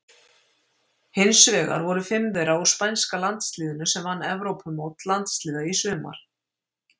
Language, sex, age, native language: Icelandic, female, 50-59, Icelandic